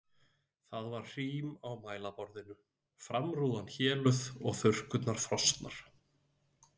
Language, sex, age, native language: Icelandic, male, 40-49, Icelandic